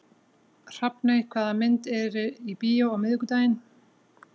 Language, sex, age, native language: Icelandic, female, 18-19, Icelandic